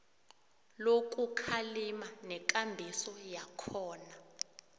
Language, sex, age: South Ndebele, female, 21